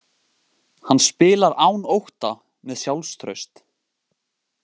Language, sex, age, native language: Icelandic, male, 18-19, Icelandic